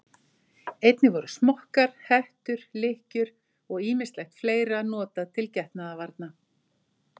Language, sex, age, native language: Icelandic, female, 50-59, Icelandic